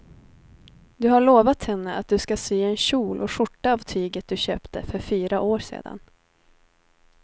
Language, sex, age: Swedish, female, 19